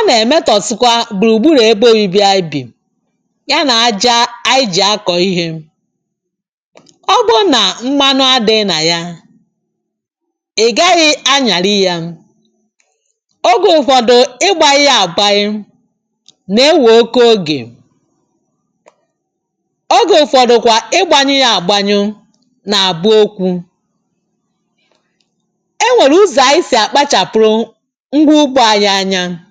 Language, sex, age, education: Igbo, female, 30-45, tertiary